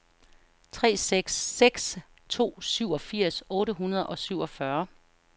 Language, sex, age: Danish, female, 49